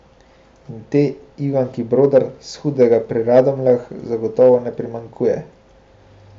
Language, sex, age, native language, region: Slovenian, male, 18-29, Slovenian, Central Slovenia